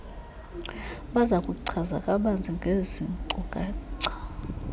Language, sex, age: Xhosa, female, 22